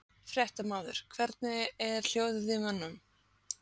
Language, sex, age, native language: Icelandic, female, 40-49, Icelandic